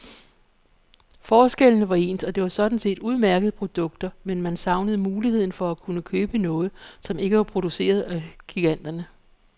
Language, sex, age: Danish, female, 48